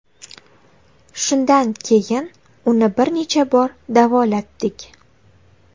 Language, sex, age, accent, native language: Uzbek, female, 18-24, Navoiy, Uzbek